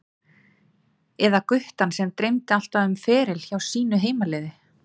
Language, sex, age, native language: Icelandic, female, 30-39, Icelandic